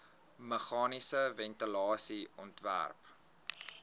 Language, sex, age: Afrikaans, male, 21